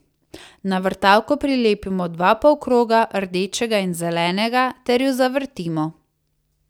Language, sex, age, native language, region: Slovenian, female, 30-49, Slovenian, Savinja region